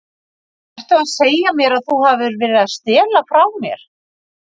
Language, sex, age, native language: Icelandic, female, 50-59, Icelandic